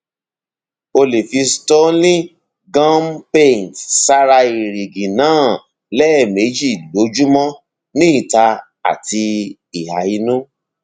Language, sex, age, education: Yoruba, male, 30-45, tertiary